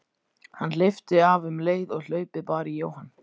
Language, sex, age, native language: Icelandic, male, 14, Icelandic